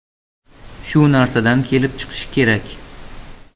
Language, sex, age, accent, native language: Uzbek, male, 18-24, Buxoro, Uzbek